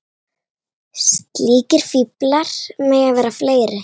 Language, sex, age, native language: Icelandic, female, 9, Icelandic